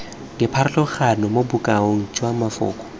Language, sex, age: Tswana, male, 21